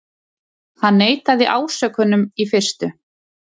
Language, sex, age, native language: Icelandic, female, 30-39, Icelandic